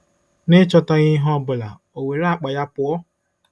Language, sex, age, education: Igbo, male, 15-29, tertiary